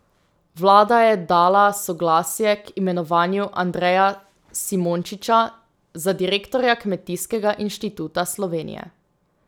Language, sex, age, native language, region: Slovenian, female, 18-29, Slovenian, Drava region